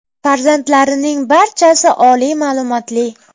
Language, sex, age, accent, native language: Uzbek, female, 12-17, Jizzax, Uzbek